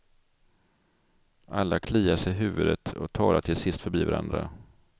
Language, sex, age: Swedish, male, 42